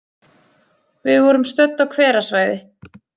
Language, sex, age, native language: Icelandic, female, 30-39, Icelandic